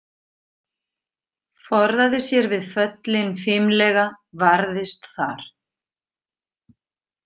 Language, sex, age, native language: Icelandic, female, 50-59, Icelandic